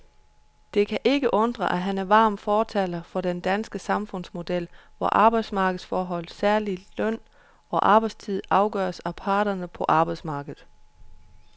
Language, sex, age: Danish, female, 31